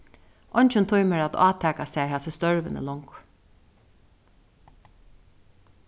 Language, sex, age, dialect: Faroese, female, 36-60, Suðuroy